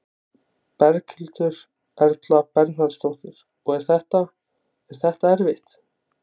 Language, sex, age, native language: Icelandic, male, 20-29, Icelandic